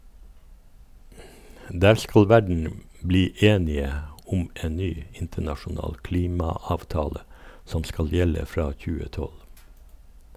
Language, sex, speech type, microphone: Norwegian, male, read, Sennheiser